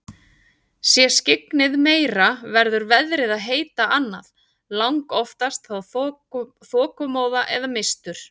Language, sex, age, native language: Icelandic, female, 40-49, Icelandic